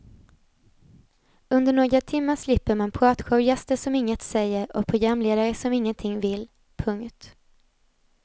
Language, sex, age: Swedish, female, 20